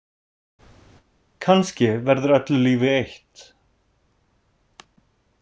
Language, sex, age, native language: Icelandic, male, 30-39, Icelandic